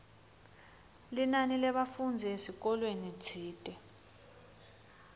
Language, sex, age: Swati, female, 21